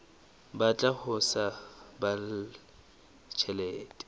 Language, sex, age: Southern Sotho, male, 20